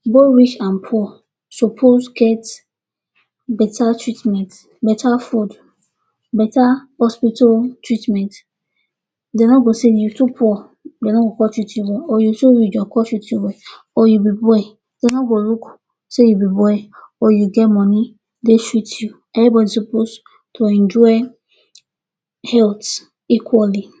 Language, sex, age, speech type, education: Nigerian Pidgin, female, 46-60, spontaneous, tertiary